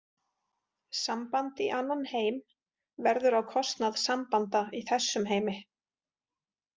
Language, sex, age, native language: Icelandic, female, 40-49, Icelandic